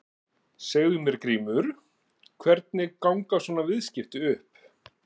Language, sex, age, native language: Icelandic, male, 40-49, Icelandic